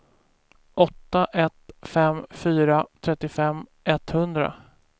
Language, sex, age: Swedish, male, 24